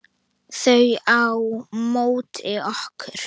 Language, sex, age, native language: Icelandic, female, 9, Icelandic